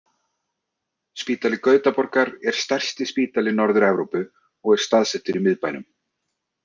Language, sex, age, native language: Icelandic, male, 30-39, Icelandic